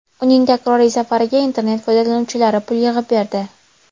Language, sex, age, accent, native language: Uzbek, female, 18-24, Toshkent shahri, Uzbek